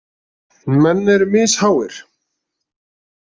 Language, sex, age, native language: Icelandic, male, 40-49, Icelandic